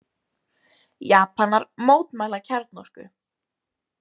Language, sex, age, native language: Icelandic, female, 18-19, Icelandic